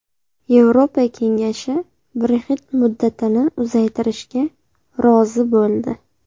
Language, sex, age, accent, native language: Uzbek, female, 18-24, Namangan, Uzbek